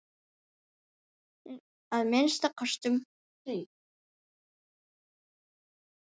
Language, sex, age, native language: Icelandic, female, 9, Icelandic